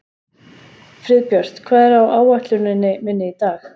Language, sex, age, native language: Icelandic, female, 40-49, Icelandic